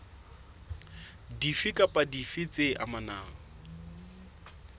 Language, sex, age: Southern Sotho, male, 26